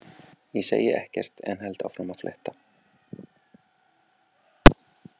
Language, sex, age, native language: Icelandic, male, 40-49, Icelandic